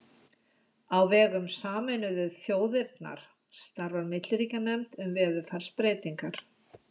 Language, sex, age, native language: Icelandic, female, 60-69, Icelandic